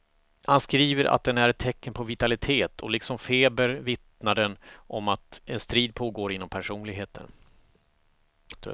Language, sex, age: Swedish, male, 45